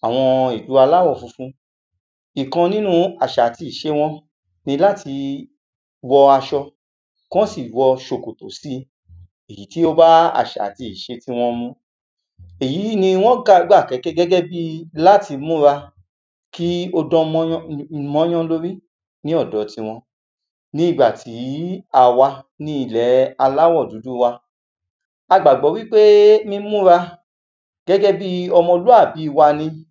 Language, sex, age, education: Yoruba, male, 30-45, secondary